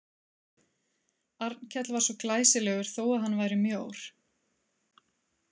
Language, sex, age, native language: Icelandic, female, 30-39, Icelandic